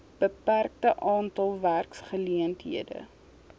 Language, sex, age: Afrikaans, female, 21